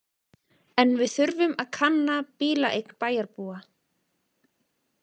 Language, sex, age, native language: Icelandic, female, 20-29, Icelandic